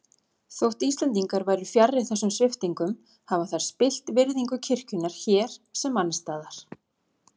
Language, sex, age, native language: Icelandic, female, 40-49, Icelandic